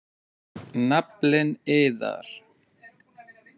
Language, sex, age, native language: Icelandic, male, 30-39, Icelandic